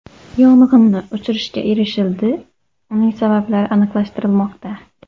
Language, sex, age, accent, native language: Uzbek, female, 18-24, Xorazm, Uzbek